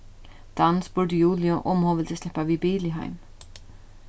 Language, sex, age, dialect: Faroese, female, 36-60, Norðuroyggjar